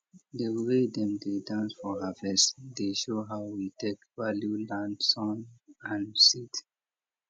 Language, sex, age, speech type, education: Nigerian Pidgin, male, 30-45, spontaneous, tertiary